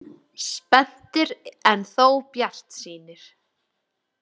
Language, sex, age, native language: Icelandic, female, 20-29, Icelandic